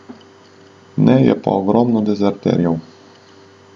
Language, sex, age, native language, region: Slovenian, male, 30-49, Slovenian, Southeast Slovenia